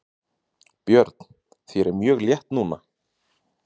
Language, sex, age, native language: Icelandic, male, 30-39, Icelandic